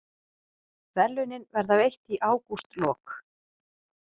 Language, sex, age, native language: Icelandic, female, 50-59, Icelandic